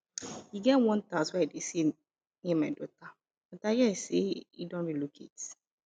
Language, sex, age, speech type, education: Nigerian Pidgin, female, 15-29, spontaneous, tertiary